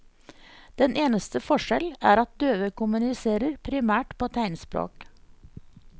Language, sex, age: Norwegian, female, 54